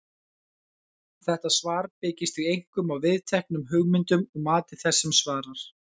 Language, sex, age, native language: Icelandic, male, 20-29, Icelandic